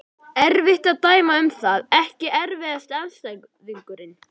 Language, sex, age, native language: Icelandic, male, 11, Icelandic